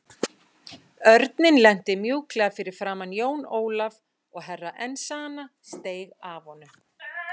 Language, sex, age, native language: Icelandic, female, 50-59, Icelandic